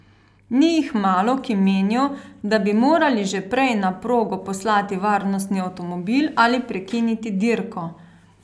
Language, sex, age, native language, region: Slovenian, female, 30-49, Slovenian, Carinthia region